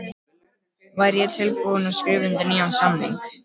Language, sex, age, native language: Icelandic, male, 12, Icelandic